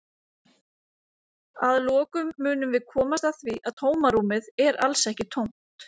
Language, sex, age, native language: Icelandic, female, 30-39, Icelandic